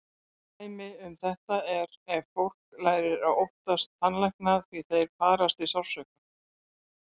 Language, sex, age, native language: Icelandic, female, 60-69, Icelandic